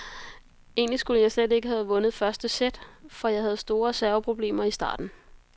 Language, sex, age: Danish, female, 33